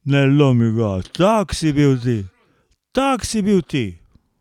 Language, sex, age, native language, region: Slovenian, male, 60+, Slovenian, Carinthia region